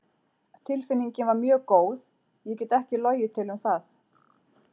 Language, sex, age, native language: Icelandic, female, 40-49, Icelandic